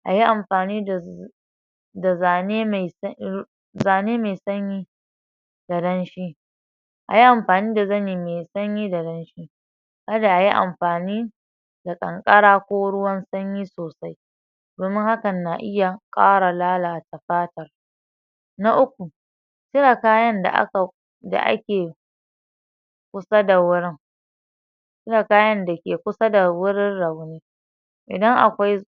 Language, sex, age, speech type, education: Hausa, female, 30-45, spontaneous, tertiary